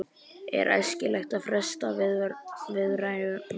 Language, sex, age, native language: Icelandic, male, 11, Icelandic